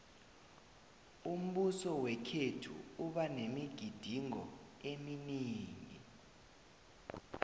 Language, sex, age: South Ndebele, male, 20